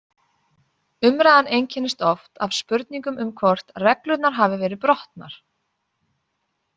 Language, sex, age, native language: Icelandic, female, 40-49, Icelandic